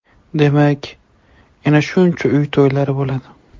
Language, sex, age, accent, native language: Uzbek, male, 25-34, Toshkent shahri, Uzbek